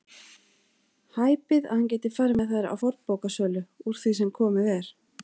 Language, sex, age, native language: Icelandic, female, 40-49, Icelandic